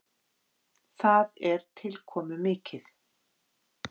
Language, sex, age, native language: Icelandic, female, 50-59, Icelandic